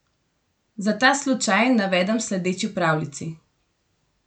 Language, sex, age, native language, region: Slovenian, female, 18-29, Slovenian, Gorenjska region